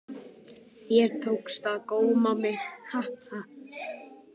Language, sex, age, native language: Icelandic, male, 18-19, Icelandic